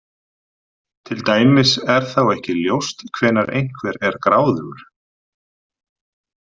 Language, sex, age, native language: Icelandic, male, 40-49, Icelandic